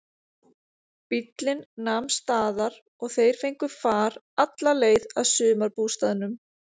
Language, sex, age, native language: Icelandic, female, 30-39, Icelandic